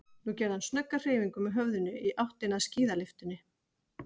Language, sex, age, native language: Icelandic, female, 40-49, Icelandic